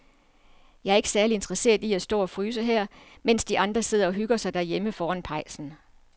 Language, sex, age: Danish, female, 47